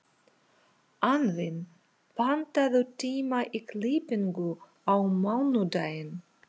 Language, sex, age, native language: Icelandic, female, 40-49, Russian